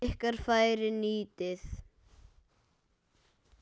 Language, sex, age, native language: Icelandic, male, 9, Icelandic